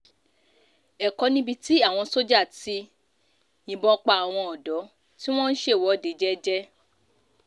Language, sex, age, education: Yoruba, female, 15-29, tertiary